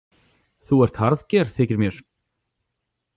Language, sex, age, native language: Icelandic, male, 40-49, Icelandic